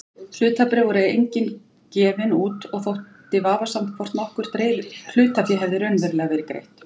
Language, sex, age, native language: Icelandic, female, 40-49, Icelandic